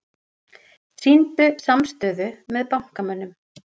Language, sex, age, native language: Icelandic, female, 40-49, Icelandic